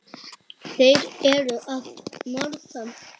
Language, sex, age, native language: Icelandic, female, 7, Icelandic